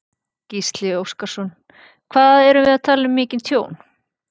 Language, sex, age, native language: Icelandic, female, 40-49, Icelandic